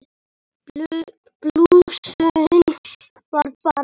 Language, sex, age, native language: Icelandic, male, 10, Icelandic